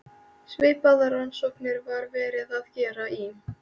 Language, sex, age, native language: Icelandic, female, 13, Icelandic